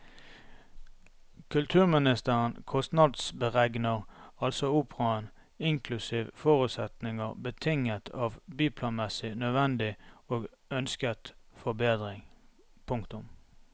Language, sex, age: Norwegian, male, 32